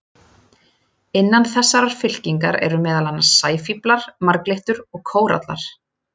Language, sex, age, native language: Icelandic, female, 30-39, Icelandic